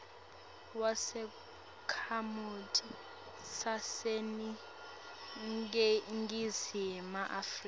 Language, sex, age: Swati, female, 18